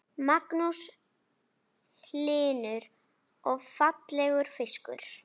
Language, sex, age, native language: Icelandic, female, 10, Icelandic